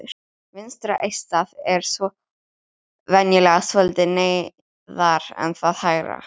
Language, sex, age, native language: Icelandic, female, 12, Icelandic